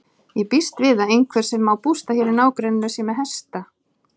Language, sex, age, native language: Icelandic, female, 30-39, Icelandic